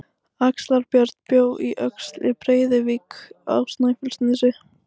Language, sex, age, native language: Icelandic, female, 18-19, Icelandic